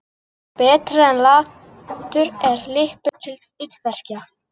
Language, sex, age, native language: Icelandic, female, 50-59, Icelandic